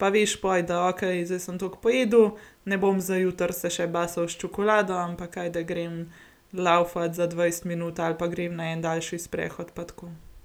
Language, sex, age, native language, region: Slovenian, female, 18-29, Slovenian, Gorenjska region